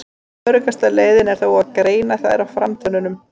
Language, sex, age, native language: Icelandic, female, 30-39, Icelandic